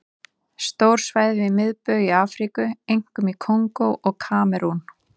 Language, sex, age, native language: Icelandic, female, 30-39, Icelandic